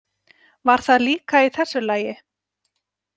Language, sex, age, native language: Icelandic, female, 40-49, Icelandic